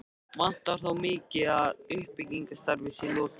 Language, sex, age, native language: Icelandic, male, 13, Icelandic